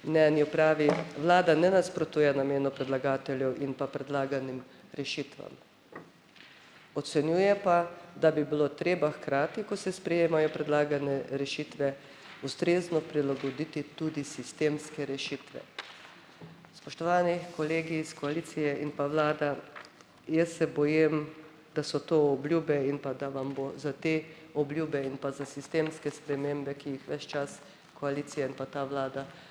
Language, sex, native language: Slovenian, female, Slovenian